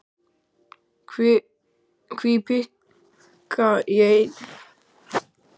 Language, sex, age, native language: Icelandic, male, 12, Icelandic